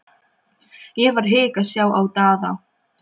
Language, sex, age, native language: Icelandic, female, 12, Polish